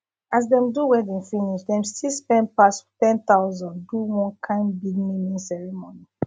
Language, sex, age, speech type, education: Nigerian Pidgin, female, 15-29, spontaneous, tertiary